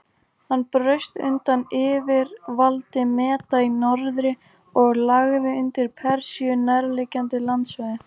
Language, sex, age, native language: Icelandic, female, 18-19, Icelandic